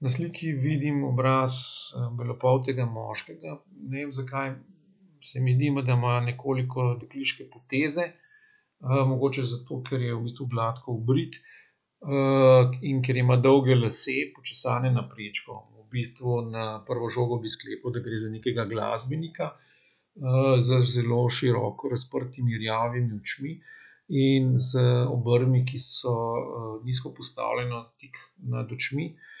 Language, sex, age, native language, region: Slovenian, male, 50-59, Slovenian, Central Slovenia